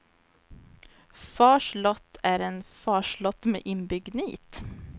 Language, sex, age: Swedish, female, 23